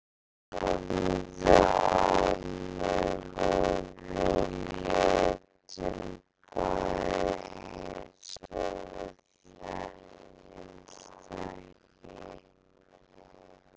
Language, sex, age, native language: Icelandic, female, 18-19, Icelandic